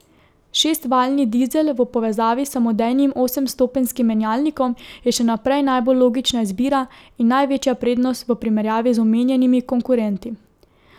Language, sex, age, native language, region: Slovenian, female, 18-29, Slovenian, Drava region